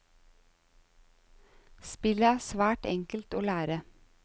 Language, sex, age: Norwegian, female, 35